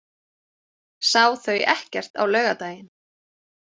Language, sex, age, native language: Icelandic, female, 40-49, Icelandic